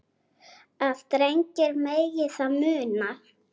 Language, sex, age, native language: Icelandic, female, 8, Icelandic